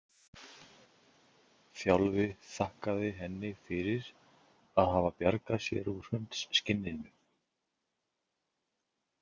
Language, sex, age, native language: Icelandic, male, 50-59, Icelandic